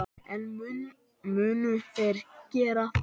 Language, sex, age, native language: Icelandic, male, 10, Icelandic